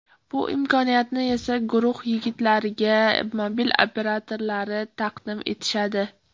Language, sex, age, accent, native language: Uzbek, female, 18-24, Toshkent viloyati, Uzbek